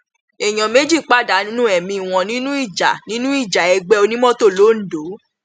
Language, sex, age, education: Yoruba, male, 15-29, tertiary